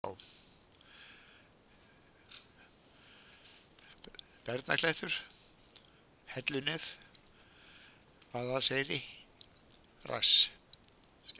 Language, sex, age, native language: Icelandic, female, 20-29, Icelandic